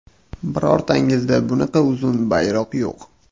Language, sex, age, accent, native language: Uzbek, male, 18-24, Toshkent shahri, Uzbek